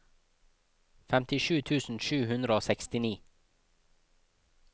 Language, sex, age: Norwegian, male, 24